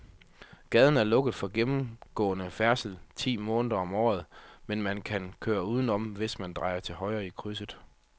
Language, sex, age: Danish, male, 30